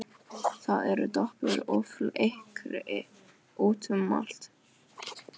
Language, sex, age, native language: Icelandic, female, 12, Icelandic